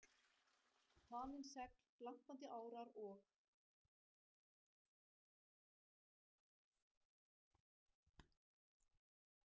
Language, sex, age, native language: Icelandic, female, 50-59, Icelandic